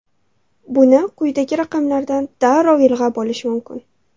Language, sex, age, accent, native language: Uzbek, female, 12-17, Namangan, Uzbek